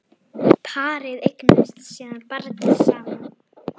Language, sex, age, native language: Icelandic, female, 9, Icelandic